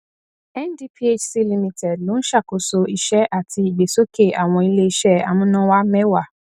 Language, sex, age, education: Yoruba, female, 15-29, tertiary